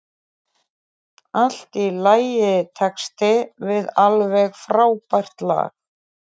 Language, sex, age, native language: Icelandic, female, 30-39, Icelandic